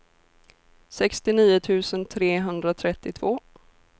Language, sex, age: Swedish, female, 24